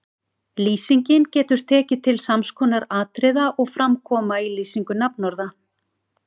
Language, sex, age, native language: Icelandic, female, 40-49, Icelandic